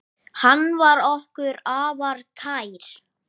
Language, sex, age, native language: Icelandic, male, 8, Icelandic